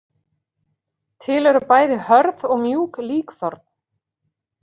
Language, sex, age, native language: Icelandic, female, 40-49, Icelandic